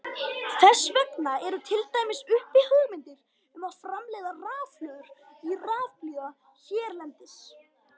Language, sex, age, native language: Icelandic, female, 50-59, Icelandic